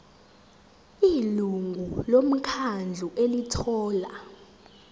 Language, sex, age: Zulu, female, 17